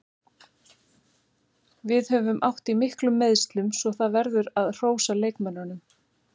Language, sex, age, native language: Icelandic, female, 30-39, Icelandic